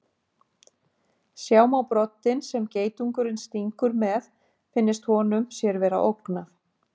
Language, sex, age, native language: Icelandic, female, 50-59, Icelandic